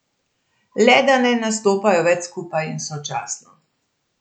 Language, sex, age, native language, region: Slovenian, female, 60+, Slovenian, Central Slovenia